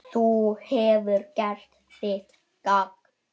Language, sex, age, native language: Icelandic, male, 9, Icelandic